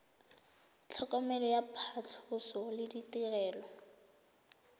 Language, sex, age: Tswana, female, 20